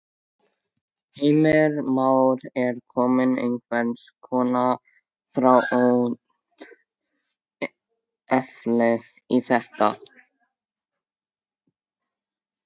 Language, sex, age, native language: Icelandic, male, 13, Icelandic